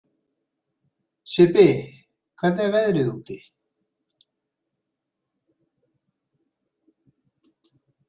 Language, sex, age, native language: Icelandic, male, 70-79, Icelandic